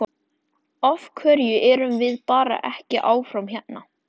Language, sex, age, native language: Icelandic, male, 14, Icelandic